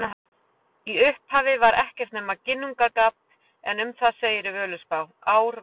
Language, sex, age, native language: Icelandic, female, 40-49, Icelandic